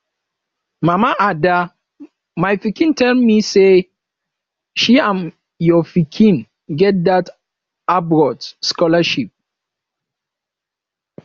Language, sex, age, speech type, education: Nigerian Pidgin, male, 15-29, spontaneous, tertiary